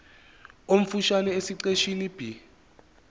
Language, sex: Zulu, male